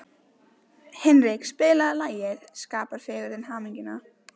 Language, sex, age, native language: Icelandic, female, 20-29, Icelandic